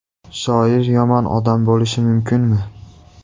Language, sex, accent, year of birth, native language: Uzbek, male, Andijon, 2003, Uzbek